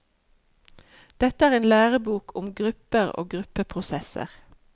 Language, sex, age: Norwegian, female, 53